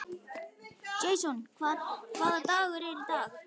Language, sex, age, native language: Icelandic, male, 11, Icelandic